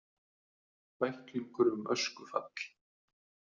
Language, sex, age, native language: Icelandic, male, 30-39, Icelandic